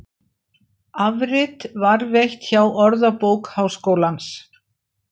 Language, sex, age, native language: Icelandic, female, 60-69, Icelandic